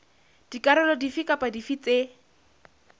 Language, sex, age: Southern Sotho, female, 21